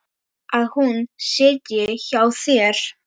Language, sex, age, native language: Icelandic, female, 10, Icelandic